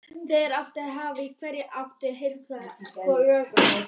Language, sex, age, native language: Icelandic, female, 18-19, Icelandic